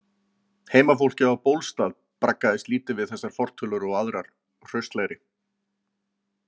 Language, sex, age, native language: Icelandic, male, 40-49, Icelandic